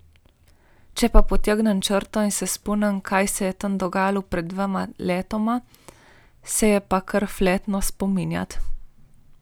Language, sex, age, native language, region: Slovenian, female, 18-29, Slovenian, Primorsko-notranjska region